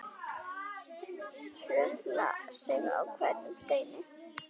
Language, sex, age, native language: Icelandic, female, 9, Icelandic